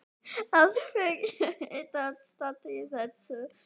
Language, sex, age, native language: Icelandic, female, 12, Icelandic